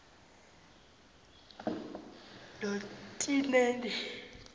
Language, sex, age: Zulu, female, 24